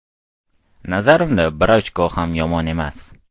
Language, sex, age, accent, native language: Uzbek, male, 12-17, Toshkent viloyati, Uzbek